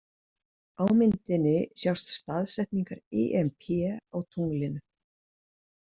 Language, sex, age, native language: Icelandic, female, 60-69, Icelandic